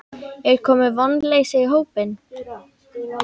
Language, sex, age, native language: Icelandic, female, 10, Icelandic